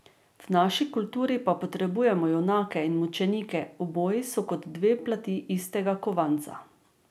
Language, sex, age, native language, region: Slovenian, female, 50-59, Slovenian, Drava region